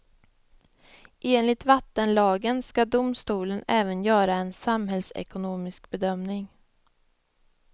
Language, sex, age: Swedish, female, 25